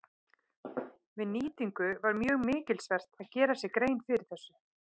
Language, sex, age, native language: Icelandic, female, 30-39, Icelandic